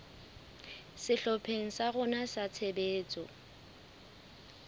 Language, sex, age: Southern Sotho, female, 24